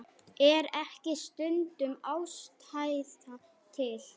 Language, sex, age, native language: Icelandic, male, 9, Icelandic